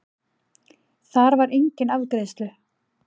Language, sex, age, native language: Icelandic, female, 40-49, Icelandic